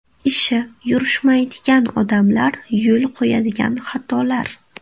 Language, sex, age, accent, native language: Uzbek, female, 18-24, Buxoro, Uzbek